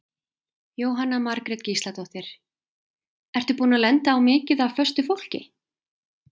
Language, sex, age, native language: Icelandic, female, 30-39, Icelandic